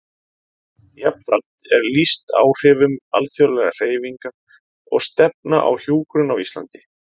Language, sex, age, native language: Icelandic, male, 30-39, Icelandic